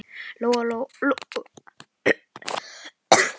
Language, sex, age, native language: Icelandic, male, 12, Icelandic